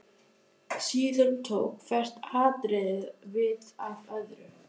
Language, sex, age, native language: Icelandic, female, 12, Icelandic